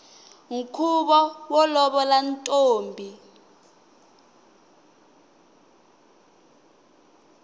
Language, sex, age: Tsonga, female, 19